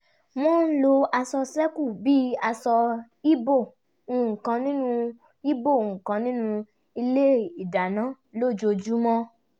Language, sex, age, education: Yoruba, female, 15-29, tertiary